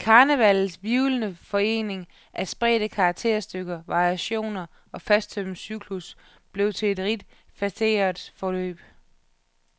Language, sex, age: Danish, female, 31